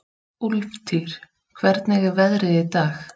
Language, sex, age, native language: Icelandic, female, 30-39, Icelandic